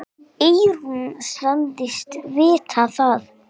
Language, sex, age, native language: Icelandic, female, 6, English